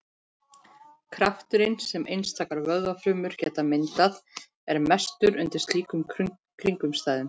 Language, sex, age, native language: Icelandic, female, 40-49, Icelandic